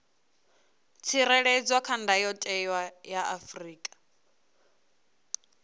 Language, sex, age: Venda, female, 22